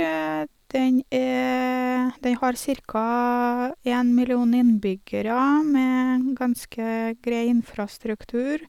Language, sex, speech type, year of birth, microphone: Norwegian, female, spontaneous, 1983, Sennheiser